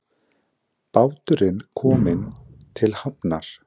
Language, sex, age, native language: Icelandic, male, 20-29, Icelandic